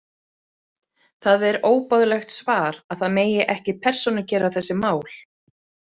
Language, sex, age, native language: Icelandic, female, 30-39, Icelandic